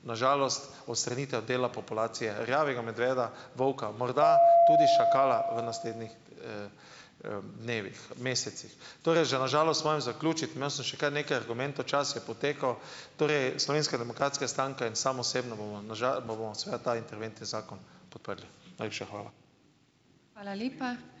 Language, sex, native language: Slovenian, male, Slovenian